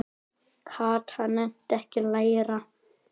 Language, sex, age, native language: Icelandic, male, 9, Icelandic